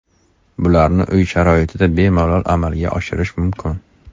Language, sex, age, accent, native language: Uzbek, male, 35+, Toshkent shahri, Uzbek